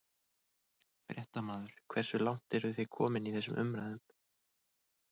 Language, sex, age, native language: Icelandic, male, 30-39, Icelandic